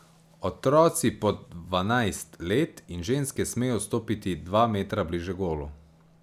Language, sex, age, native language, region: Slovenian, male, 18-29, Slovenian, Savinja region